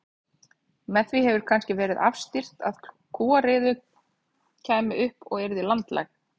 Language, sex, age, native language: Icelandic, female, 30-39, Icelandic